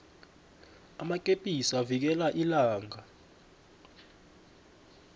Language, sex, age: South Ndebele, male, 21